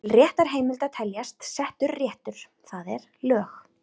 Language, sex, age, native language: Icelandic, female, 30-39, Icelandic